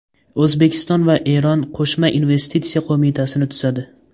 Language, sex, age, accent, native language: Uzbek, male, 18-24, Toshkent viloyati, Uzbek